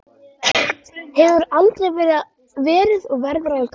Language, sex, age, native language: Icelandic, female, 13, Icelandic